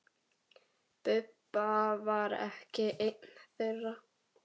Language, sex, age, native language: Icelandic, female, 10, Icelandic